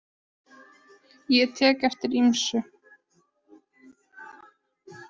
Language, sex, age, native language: Icelandic, female, 18-19, Icelandic